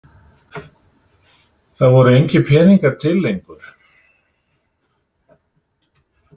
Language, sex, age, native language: Icelandic, male, 60-69, Icelandic